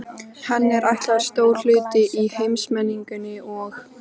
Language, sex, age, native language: Icelandic, female, 13, Icelandic